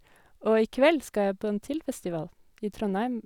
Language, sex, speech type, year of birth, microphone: Norwegian, female, spontaneous, 1986, Sennheiser